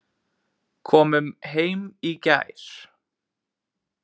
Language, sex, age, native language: Icelandic, male, 20-29, Icelandic